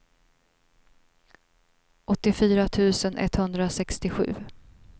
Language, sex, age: Swedish, female, 42